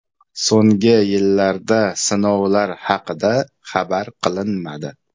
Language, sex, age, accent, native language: Uzbek, male, 25-34, Samarqand, Uzbek